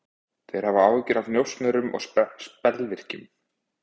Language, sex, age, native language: Icelandic, male, 20-29, Icelandic